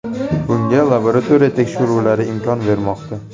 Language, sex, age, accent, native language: Uzbek, male, 18-24, Toshkent viloyati, Uzbek